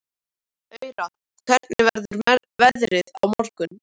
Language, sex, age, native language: Icelandic, male, 13, Icelandic